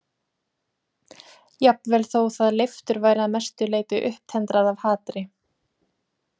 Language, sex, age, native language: Icelandic, female, 20-29, Icelandic